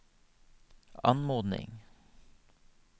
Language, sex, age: Norwegian, male, 30